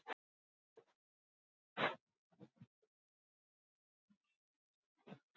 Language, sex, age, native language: Icelandic, male, 11, Icelandic